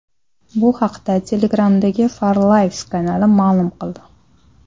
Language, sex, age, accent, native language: Uzbek, female, 19-29, Namangan, Uzbek